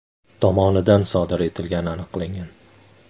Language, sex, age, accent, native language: Uzbek, male, 19-29, Samarqand, Uzbek